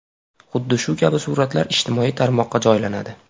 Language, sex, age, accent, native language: Uzbek, male, 18-24, Farg'ona, Uzbek